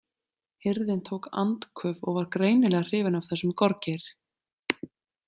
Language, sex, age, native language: Icelandic, female, 30-39, Icelandic